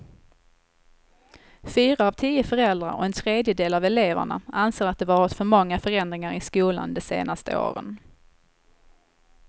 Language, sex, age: Swedish, female, 21